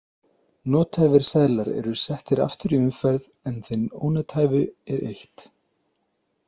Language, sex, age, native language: Icelandic, male, 30-39, Icelandic